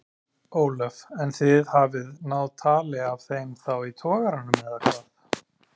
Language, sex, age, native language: Icelandic, male, 30-39, Icelandic